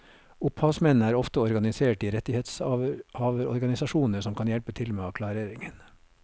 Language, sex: Norwegian, male